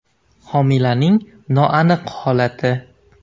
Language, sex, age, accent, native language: Uzbek, male, 19-29, Andijon, Uzbek